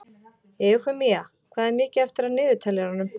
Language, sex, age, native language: Icelandic, female, 40-49, Icelandic